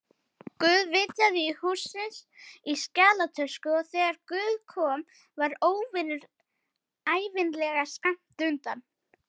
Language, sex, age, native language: Icelandic, female, 50-59, Icelandic